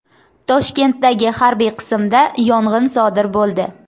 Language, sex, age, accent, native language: Uzbek, female, 18-24, Surxondaryo, Uzbek